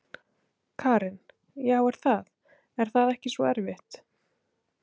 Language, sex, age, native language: Icelandic, female, 30-39, Icelandic